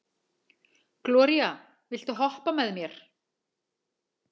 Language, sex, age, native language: Icelandic, female, 40-49, Icelandic